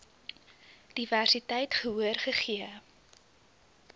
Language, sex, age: Afrikaans, female, 22